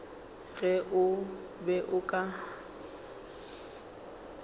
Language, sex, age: Northern Sotho, female, 29